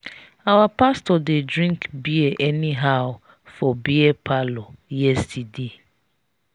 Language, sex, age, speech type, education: Nigerian Pidgin, female, 30-45, spontaneous, tertiary